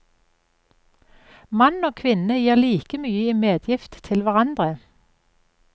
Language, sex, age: Norwegian, female, 44